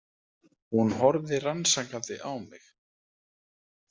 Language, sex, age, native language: Icelandic, male, 40-49, Icelandic